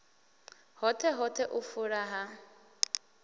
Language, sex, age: Venda, female, 24